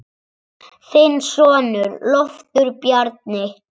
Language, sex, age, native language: Icelandic, male, 7, Icelandic